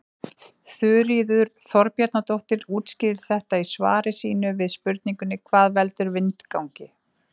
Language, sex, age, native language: Icelandic, female, 40-49, Icelandic